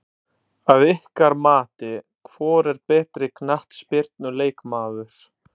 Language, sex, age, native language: Icelandic, male, 30-39, Italian